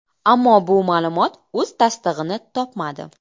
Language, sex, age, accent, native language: Uzbek, female, 25-34, Qashqadaryo, Uzbek